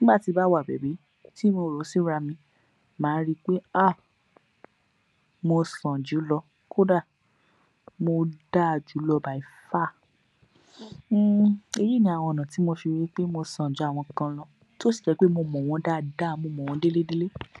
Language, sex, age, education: Yoruba, female, 46-60, tertiary